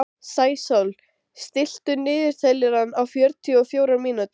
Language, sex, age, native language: Icelandic, female, 13, Icelandic